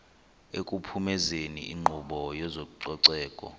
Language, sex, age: Xhosa, male, 23